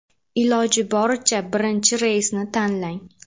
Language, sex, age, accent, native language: Uzbek, female, 18-24, Samarqand, Uzbek